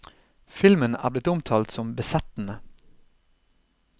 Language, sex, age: Norwegian, male, 32